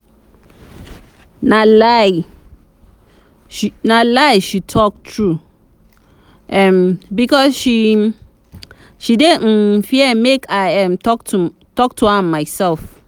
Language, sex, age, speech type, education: Nigerian Pidgin, female, 30-45, spontaneous, tertiary